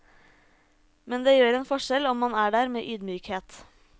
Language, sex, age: Norwegian, female, 26